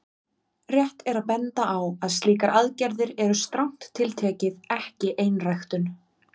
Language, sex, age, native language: Icelandic, female, 30-39, Icelandic